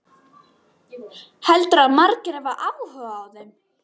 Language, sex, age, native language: Icelandic, female, 12, Icelandic